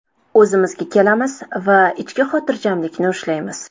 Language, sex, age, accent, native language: Uzbek, female, 18-24, Toshkent shahri, Uzbek